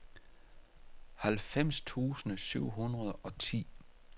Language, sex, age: Danish, male, 48